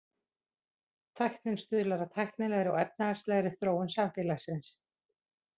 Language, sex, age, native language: Icelandic, female, 40-49, Icelandic